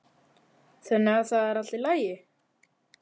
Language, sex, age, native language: Icelandic, male, 11, Icelandic